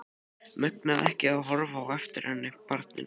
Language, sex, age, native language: Icelandic, male, 12, Icelandic